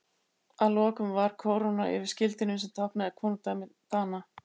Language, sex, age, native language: Icelandic, female, 80-89, Icelandic